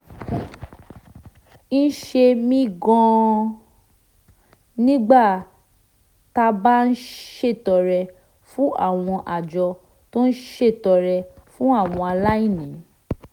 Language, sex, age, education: Yoruba, female, 15-29, tertiary